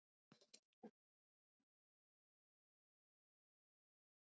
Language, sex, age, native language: Icelandic, female, 70-79, Icelandic